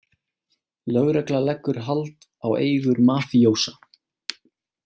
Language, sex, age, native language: Icelandic, male, 18-19, Icelandic